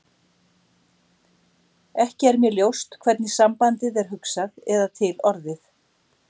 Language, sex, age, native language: Icelandic, female, 60-69, Icelandic